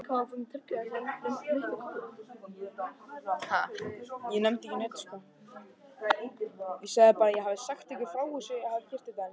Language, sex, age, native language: Icelandic, male, 18-19, Icelandic